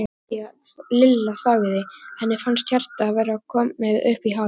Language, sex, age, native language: Icelandic, male, 11, Icelandic